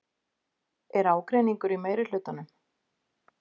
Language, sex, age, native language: Icelandic, female, 50-59, Icelandic